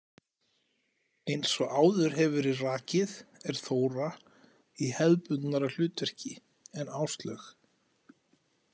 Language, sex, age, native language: Icelandic, male, 40-49, Icelandic